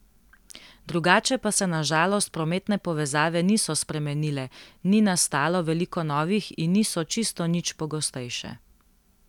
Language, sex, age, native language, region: Slovenian, female, 18-29, Slovenian, Central Slovenia